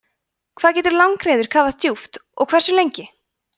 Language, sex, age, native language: Icelandic, female, 20-29, Icelandic